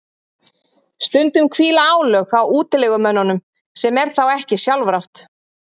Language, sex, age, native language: Icelandic, female, 30-39, Icelandic